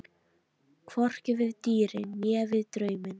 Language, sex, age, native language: Icelandic, female, 13, Icelandic